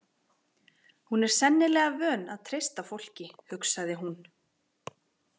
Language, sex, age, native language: Icelandic, female, 20-29, Icelandic